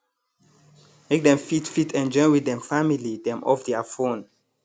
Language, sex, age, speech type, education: Nigerian Pidgin, male, 30-45, spontaneous, tertiary